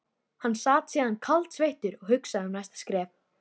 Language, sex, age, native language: Icelandic, female, 13, Icelandic